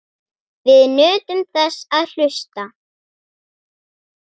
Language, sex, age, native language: Icelandic, female, 9, Icelandic